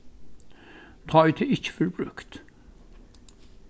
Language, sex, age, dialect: Faroese, male, 61+, Suðurstreymoy